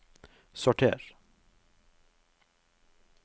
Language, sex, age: Norwegian, male, 42